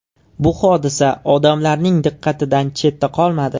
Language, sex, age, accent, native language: Uzbek, male, 18-24, Jizzax, Uzbek